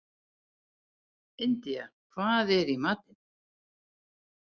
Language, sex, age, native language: Icelandic, female, 80-89, Icelandic